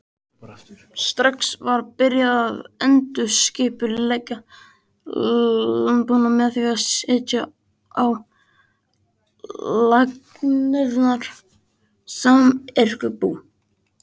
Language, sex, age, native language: Icelandic, male, 20-29, Icelandic